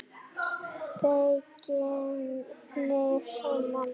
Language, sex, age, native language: Icelandic, female, 8, Icelandic